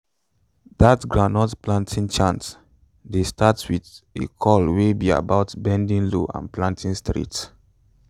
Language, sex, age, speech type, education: Nigerian Pidgin, male, 15-29, spontaneous, tertiary